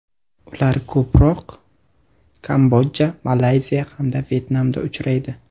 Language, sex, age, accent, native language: Uzbek, male, 18-24, Toshkent viloyati, Uzbek